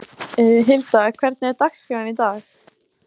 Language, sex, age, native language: Icelandic, female, 14, Icelandic